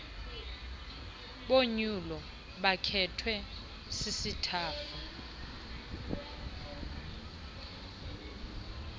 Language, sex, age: Xhosa, female, 20